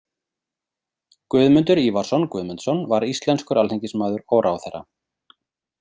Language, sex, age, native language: Icelandic, male, 40-49, Icelandic